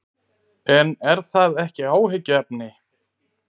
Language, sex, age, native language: Icelandic, male, 30-39, Icelandic